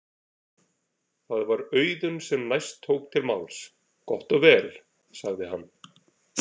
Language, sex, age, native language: Icelandic, male, 40-49, Icelandic